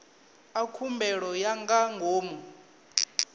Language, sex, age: Venda, male, 19